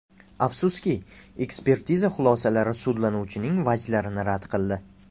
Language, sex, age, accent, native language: Uzbek, male, 18-24, Namangan, Uzbek